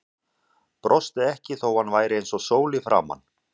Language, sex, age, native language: Icelandic, male, 40-49, Icelandic